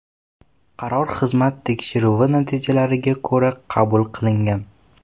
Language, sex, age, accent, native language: Uzbek, male, 12-17, Toshkent shahri, Uzbek